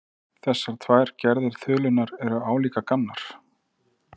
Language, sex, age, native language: Icelandic, male, 30-39, Icelandic